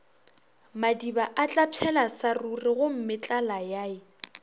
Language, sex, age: Northern Sotho, female, 21